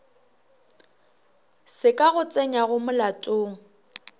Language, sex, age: Northern Sotho, female, 21